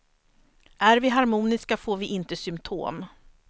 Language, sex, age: Swedish, female, 43